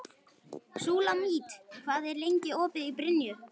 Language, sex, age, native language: Icelandic, male, 11, Icelandic